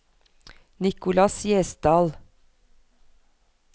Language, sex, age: Norwegian, female, 43